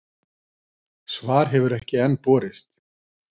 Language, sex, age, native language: Icelandic, female, 40-49, Icelandic